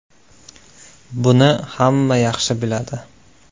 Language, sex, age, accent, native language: Uzbek, male, 19-29, Andijon, Uzbek